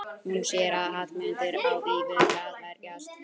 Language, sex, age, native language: Icelandic, male, 11, Icelandic